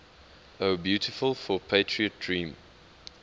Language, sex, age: English, male, 21